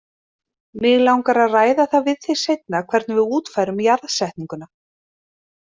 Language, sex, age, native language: Icelandic, female, 30-39, Icelandic